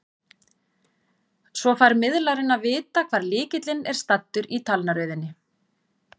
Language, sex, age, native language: Icelandic, female, 40-49, Icelandic